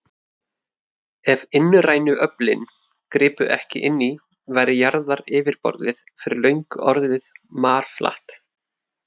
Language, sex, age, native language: Icelandic, male, 30-39, Icelandic